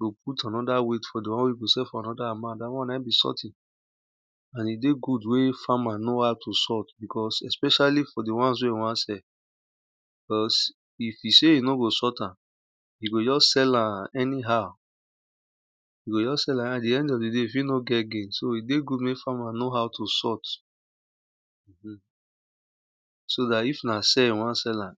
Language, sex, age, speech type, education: Nigerian Pidgin, male, 30-45, spontaneous, primary